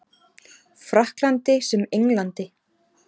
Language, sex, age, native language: Icelandic, female, 30-39, Icelandic